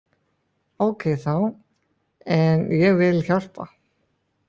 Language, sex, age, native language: Icelandic, male, 18-19, Icelandic